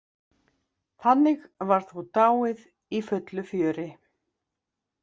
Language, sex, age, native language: Icelandic, female, 50-59, Icelandic